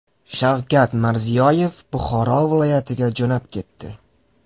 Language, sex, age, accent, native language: Uzbek, male, 18-24, Jizzax, Uzbek